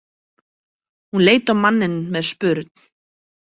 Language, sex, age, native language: Icelandic, female, 30-39, Icelandic